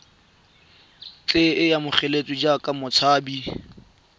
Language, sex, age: Tswana, male, 23